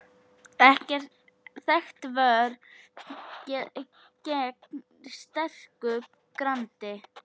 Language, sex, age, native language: Icelandic, female, 10, Icelandic